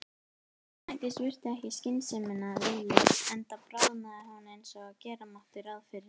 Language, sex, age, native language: Icelandic, female, 18-19, Icelandic